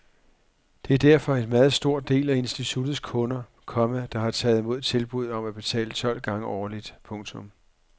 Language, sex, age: Danish, male, 44